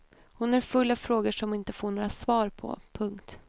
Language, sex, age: Swedish, female, 28